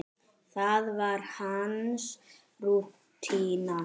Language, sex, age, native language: Icelandic, male, 10, Icelandic